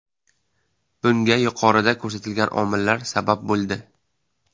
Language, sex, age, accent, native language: Uzbek, male, 18-24, Jizzax, Uzbek